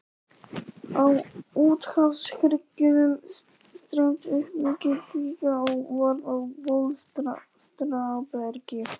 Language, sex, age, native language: Icelandic, male, 11, Polish